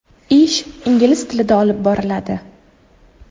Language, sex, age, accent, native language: Uzbek, female, 19-29, Toshkent shahri, Uzbek